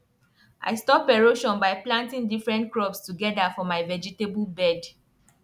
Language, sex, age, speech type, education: Nigerian Pidgin, female, 15-29, spontaneous, tertiary